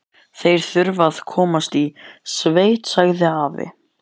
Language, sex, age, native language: Icelandic, male, 11, Icelandic